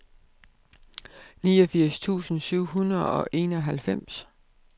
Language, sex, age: Danish, female, 32